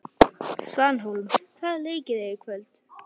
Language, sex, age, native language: Icelandic, female, 11, Icelandic